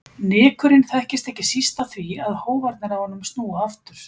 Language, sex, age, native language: Icelandic, female, 50-59, Icelandic